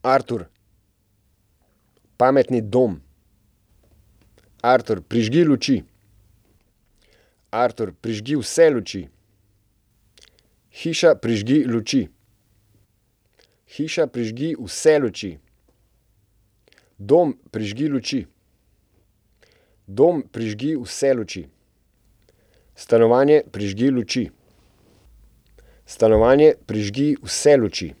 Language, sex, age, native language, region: Slovenian, male, 30-49, Slovenian, Central Slovenia